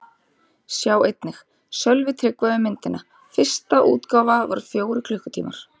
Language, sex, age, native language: Icelandic, female, 30-39, Icelandic